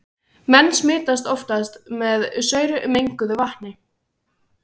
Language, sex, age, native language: Icelandic, female, 16, Icelandic